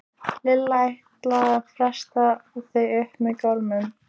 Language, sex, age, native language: Icelandic, female, 15, Icelandic